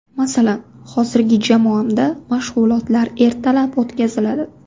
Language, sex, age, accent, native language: Uzbek, female, 18-24, Surxondaryo, Uzbek